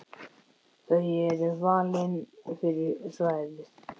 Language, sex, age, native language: Icelandic, male, 10, Icelandic